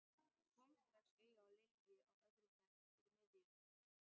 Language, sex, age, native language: Icelandic, female, 12, Icelandic